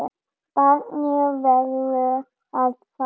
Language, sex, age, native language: Icelandic, female, 10, German